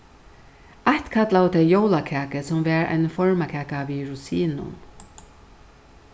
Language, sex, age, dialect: Faroese, female, 61+, Suðurstreymoy